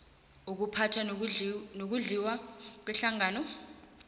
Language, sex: South Ndebele, female